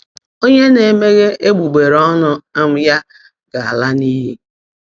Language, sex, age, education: Igbo, female, 30-45, tertiary